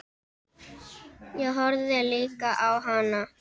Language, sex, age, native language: Icelandic, female, 7, Icelandic